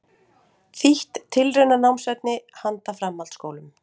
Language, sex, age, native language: Icelandic, female, 40-49, Icelandic